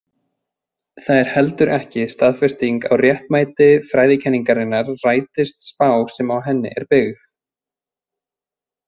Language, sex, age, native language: Icelandic, male, 20-29, Icelandic